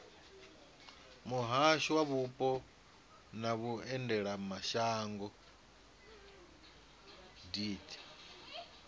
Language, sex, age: Venda, male, 25